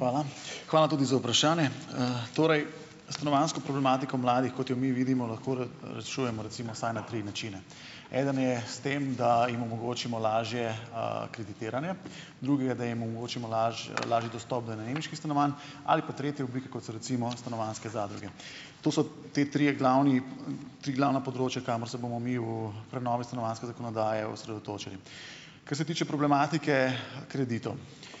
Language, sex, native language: Slovenian, male, Slovenian